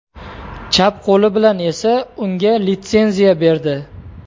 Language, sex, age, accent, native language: Uzbek, male, 18-24, Toshkent viloyati, Uzbek